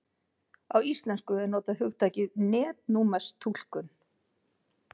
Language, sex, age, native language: Icelandic, female, 50-59, Icelandic